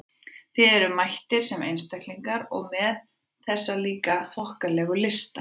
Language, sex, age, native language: Icelandic, female, 30-39, Icelandic